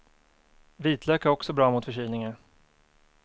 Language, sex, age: Swedish, male, 24